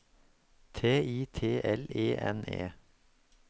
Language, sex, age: Norwegian, male, 24